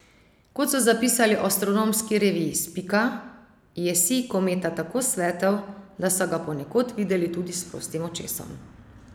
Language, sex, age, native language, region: Slovenian, female, 30-49, Slovenian, Savinja region